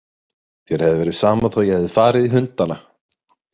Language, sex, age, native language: Icelandic, male, 30-39, Icelandic